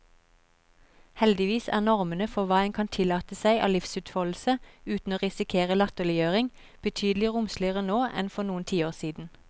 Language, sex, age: Norwegian, female, 31